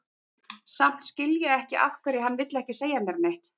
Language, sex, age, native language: Icelandic, female, 30-39, Icelandic